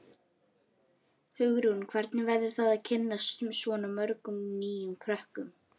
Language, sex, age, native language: Icelandic, female, 11, Icelandic